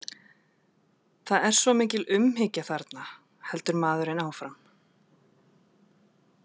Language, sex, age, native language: Icelandic, female, 40-49, Icelandic